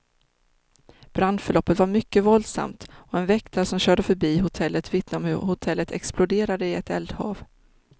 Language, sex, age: Swedish, female, 30